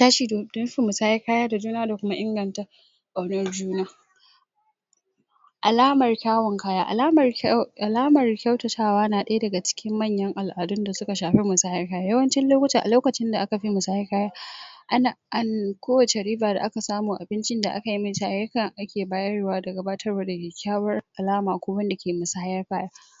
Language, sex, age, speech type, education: Hausa, female, 46-60, spontaneous, secondary